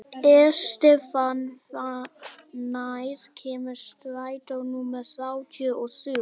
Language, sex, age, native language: Icelandic, male, 12, Icelandic